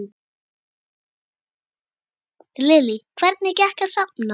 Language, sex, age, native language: Icelandic, female, 8, Icelandic